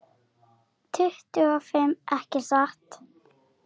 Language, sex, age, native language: Icelandic, female, 7, Icelandic